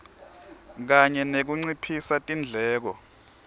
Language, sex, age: Swati, male, 23